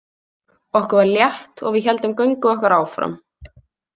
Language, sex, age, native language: Icelandic, female, 20-29, Icelandic